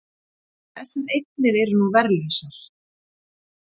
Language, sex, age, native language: Icelandic, female, 50-59, Icelandic